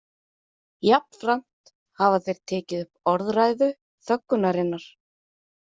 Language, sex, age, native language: Icelandic, female, 30-39, Icelandic